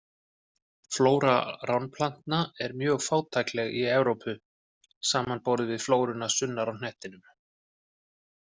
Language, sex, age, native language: Icelandic, male, 50-59, Icelandic